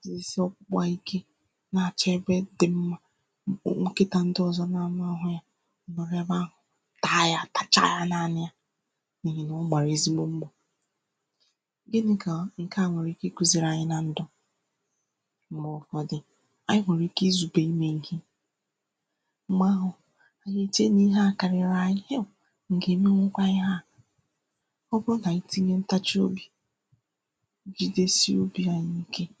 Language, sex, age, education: Igbo, female, 15-29, tertiary